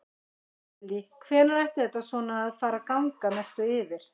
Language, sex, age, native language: Icelandic, female, 50-59, Icelandic